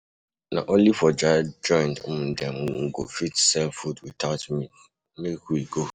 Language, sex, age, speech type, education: Nigerian Pidgin, male, 15-29, spontaneous, tertiary